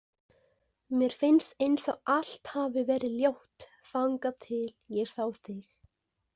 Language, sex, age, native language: Icelandic, female, 20-29, Icelandic